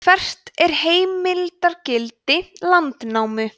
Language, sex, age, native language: Icelandic, female, 20-29, Icelandic